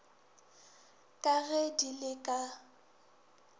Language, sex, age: Northern Sotho, female, 21